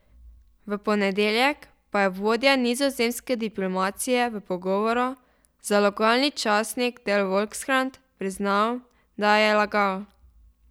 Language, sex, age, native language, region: Slovenian, female, 12-17, Slovenian, Drava region